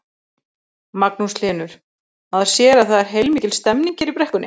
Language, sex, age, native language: Icelandic, female, 30-39, Icelandic